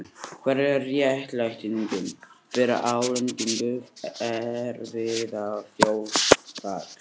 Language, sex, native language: Icelandic, male, Icelandic